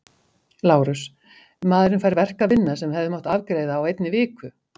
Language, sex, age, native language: Icelandic, female, 50-59, Icelandic